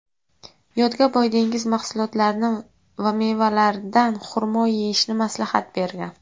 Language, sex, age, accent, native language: Uzbek, female, 18-24, Toshkent viloyati, Uzbek